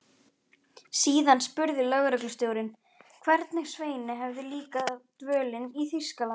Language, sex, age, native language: Icelandic, female, 11, Icelandic